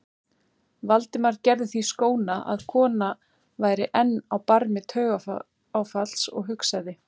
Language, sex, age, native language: Icelandic, female, 30-39, Icelandic